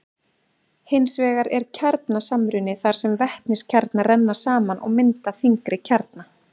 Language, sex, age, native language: Icelandic, female, 30-39, Icelandic